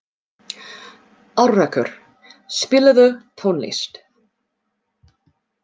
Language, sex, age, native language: Icelandic, female, 40-49, English